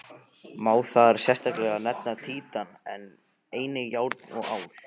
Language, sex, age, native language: Icelandic, male, 15, Icelandic